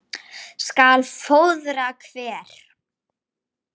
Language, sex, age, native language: Icelandic, female, 8, Icelandic